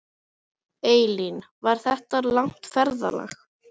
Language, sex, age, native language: Icelandic, other, 11, Icelandic